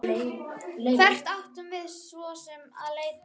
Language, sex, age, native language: Icelandic, female, 11, Icelandic